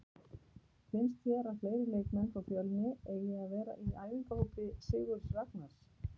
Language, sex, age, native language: Icelandic, female, 50-59, Icelandic